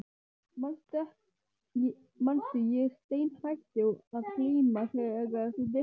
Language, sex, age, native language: Icelandic, male, 12, Icelandic